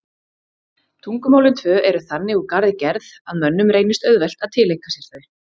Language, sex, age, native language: Icelandic, female, 30-39, Icelandic